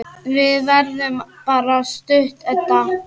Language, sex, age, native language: Icelandic, male, 8, Icelandic